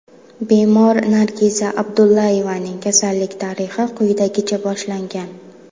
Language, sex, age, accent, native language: Uzbek, female, 19-29, Buxoro, Uzbek